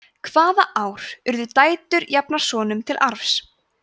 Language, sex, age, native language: Icelandic, female, 20-29, Icelandic